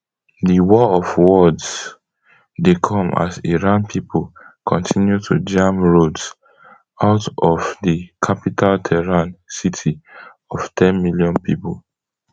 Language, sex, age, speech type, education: Nigerian Pidgin, male, 15-29, spontaneous, tertiary